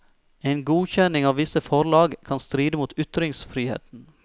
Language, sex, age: Norwegian, male, 34